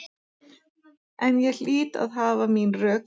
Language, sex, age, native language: Icelandic, female, 40-49, Icelandic